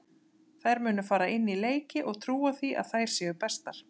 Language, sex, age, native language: Icelandic, female, 30-39, Icelandic